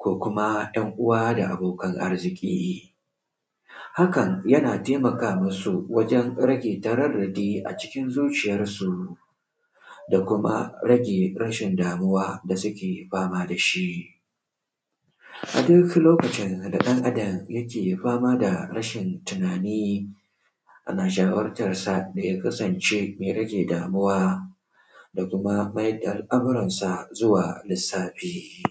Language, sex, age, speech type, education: Hausa, male, 15-29, spontaneous, tertiary